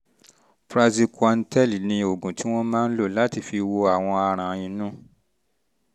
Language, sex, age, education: Yoruba, male, 30-45, tertiary